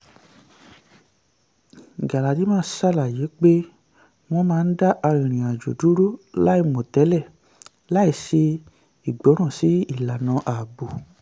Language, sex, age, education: Yoruba, male, 15-29, tertiary